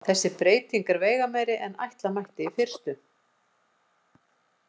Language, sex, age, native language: Icelandic, female, 50-59, Icelandic